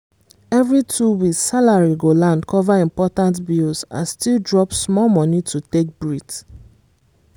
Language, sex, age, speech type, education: Nigerian Pidgin, female, 15-29, spontaneous, secondary